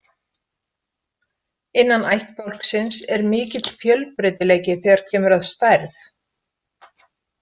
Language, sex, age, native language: Icelandic, female, 50-59, Icelandic